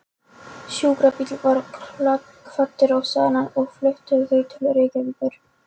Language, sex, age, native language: Icelandic, female, 13, Polish